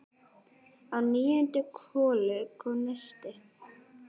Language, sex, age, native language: Icelandic, female, 10, Icelandic